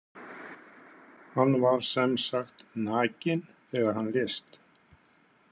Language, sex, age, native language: Icelandic, male, 50-59, Icelandic